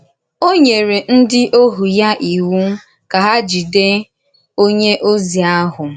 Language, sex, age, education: Igbo, female, 15-29, tertiary